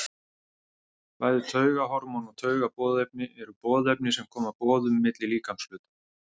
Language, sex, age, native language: Icelandic, male, 30-39, Icelandic